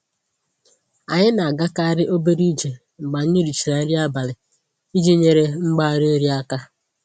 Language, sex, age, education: Igbo, female, 15-29, tertiary